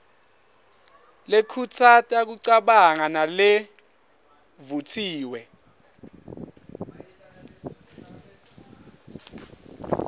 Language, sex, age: Swati, male, 24